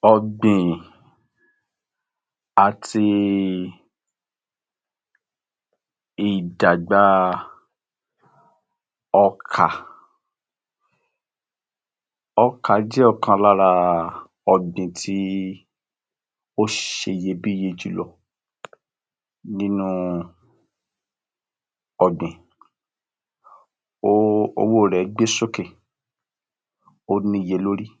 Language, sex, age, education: Yoruba, male, 60+, tertiary